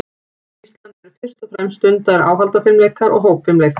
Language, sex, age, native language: Icelandic, female, 40-49, Icelandic